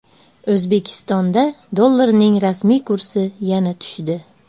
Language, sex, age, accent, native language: Uzbek, female, 35+, Andijon, Uzbek